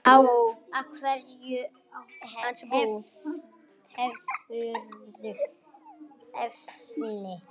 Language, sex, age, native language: Icelandic, male, 9, Icelandic